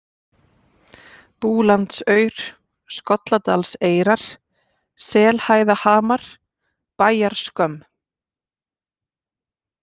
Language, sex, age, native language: Icelandic, female, 40-49, Icelandic